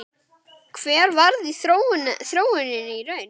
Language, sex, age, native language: Icelandic, male, 10, Icelandic